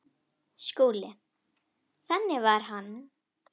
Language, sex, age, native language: Icelandic, female, 10, Icelandic